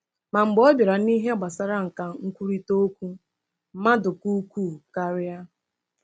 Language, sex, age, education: Igbo, female, 15-29, tertiary